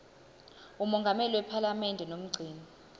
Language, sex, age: Zulu, female, 20